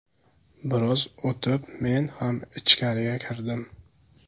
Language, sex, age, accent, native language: Uzbek, male, 18-24, Samarqand, Uzbek